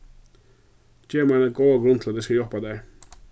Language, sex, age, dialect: Faroese, male, 36-60, Suðurstreymoy